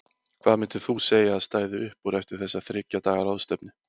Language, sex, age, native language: Icelandic, male, 20-29, Icelandic